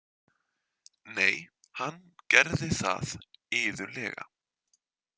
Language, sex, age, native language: Icelandic, male, 20-29, Icelandic